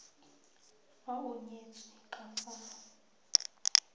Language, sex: Tswana, female